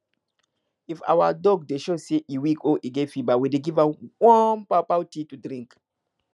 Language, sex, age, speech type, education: Nigerian Pidgin, male, 30-45, spontaneous, tertiary